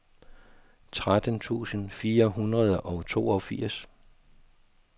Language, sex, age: Danish, male, 52